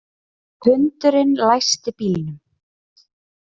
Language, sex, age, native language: Icelandic, female, 30-39, Icelandic